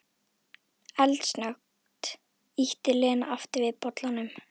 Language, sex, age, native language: Icelandic, female, 11, Icelandic